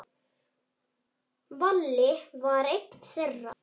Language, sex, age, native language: Icelandic, male, 7, Icelandic